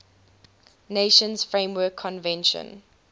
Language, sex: English, female